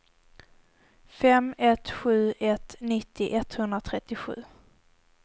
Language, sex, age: Swedish, female, 18